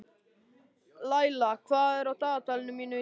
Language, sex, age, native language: Icelandic, male, 13, Icelandic